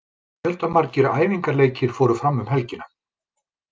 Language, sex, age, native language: Icelandic, male, 50-59, Icelandic